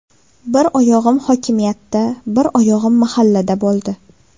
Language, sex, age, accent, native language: Uzbek, female, 18-24, Toshkent viloyati, Uzbek